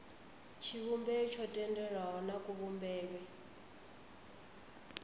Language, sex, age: Venda, female, 25